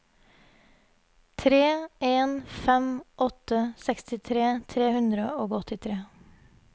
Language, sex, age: Norwegian, female, 30